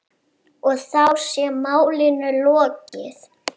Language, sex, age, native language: Icelandic, female, 7, Icelandic